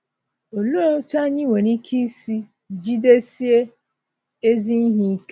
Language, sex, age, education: Igbo, female, 30-45, tertiary